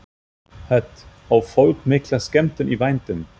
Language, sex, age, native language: Icelandic, male, 50-59, German